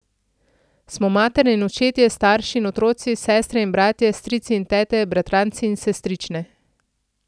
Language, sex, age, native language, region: Slovenian, female, 30-49, Slovenian, Central Slovenia